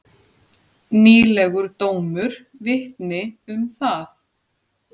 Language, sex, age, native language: Icelandic, female, 40-49, Icelandic